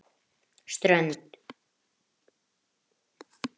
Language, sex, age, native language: Icelandic, female, 30-39, Icelandic